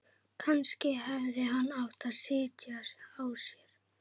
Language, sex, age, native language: Icelandic, female, 11, Icelandic